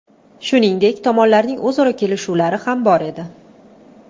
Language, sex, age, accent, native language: Uzbek, female, 25-34, Toshkent shahri, Uzbek